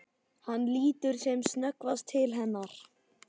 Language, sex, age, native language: Icelandic, male, 11, Icelandic